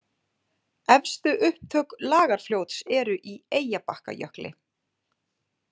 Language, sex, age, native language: Icelandic, female, 40-49, Icelandic